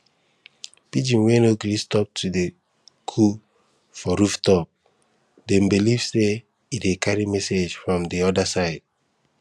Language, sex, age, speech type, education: Nigerian Pidgin, male, 15-29, spontaneous, tertiary